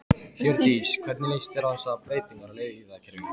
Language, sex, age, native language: Icelandic, male, 14, Icelandic